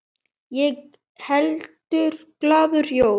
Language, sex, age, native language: Icelandic, male, 9, Icelandic